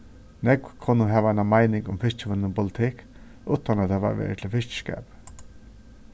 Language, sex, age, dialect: Faroese, male, 36-60, Suðurstreymoy